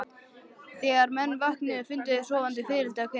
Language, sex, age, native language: Icelandic, female, 13, Icelandic